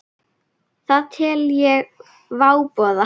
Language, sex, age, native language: Icelandic, female, 9, Icelandic